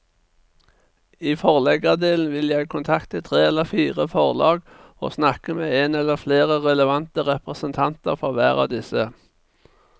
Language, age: Norwegian, 49